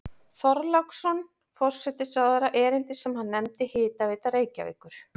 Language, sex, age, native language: Icelandic, female, 40-49, Icelandic